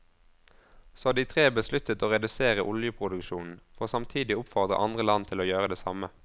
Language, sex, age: Norwegian, male, 22